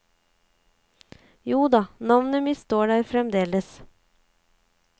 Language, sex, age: Norwegian, female, 35